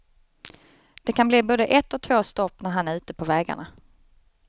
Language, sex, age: Swedish, female, 29